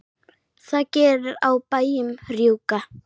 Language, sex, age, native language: Icelandic, female, 9, Icelandic